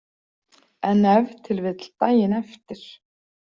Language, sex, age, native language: Icelandic, female, 40-49, Icelandic